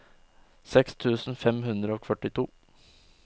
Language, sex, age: Norwegian, male, 20